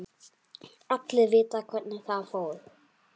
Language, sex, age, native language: Icelandic, male, 9, Icelandic